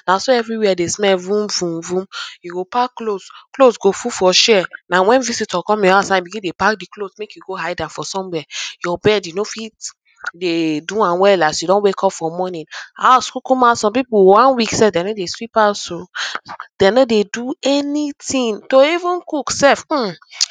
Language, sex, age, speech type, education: Nigerian Pidgin, female, 15-29, spontaneous, tertiary